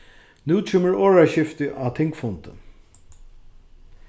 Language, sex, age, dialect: Faroese, male, 36-60, Suðurstreymoy